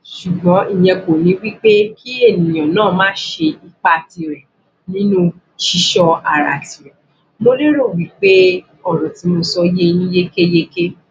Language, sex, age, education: Yoruba, female, 15-29, tertiary